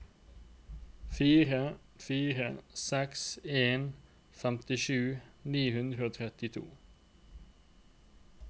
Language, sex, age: Norwegian, male, 29